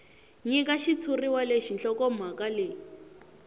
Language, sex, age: Tsonga, female, 18